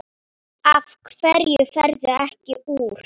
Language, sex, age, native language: Icelandic, female, 9, Icelandic